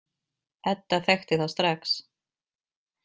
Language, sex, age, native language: Icelandic, female, 40-49, Icelandic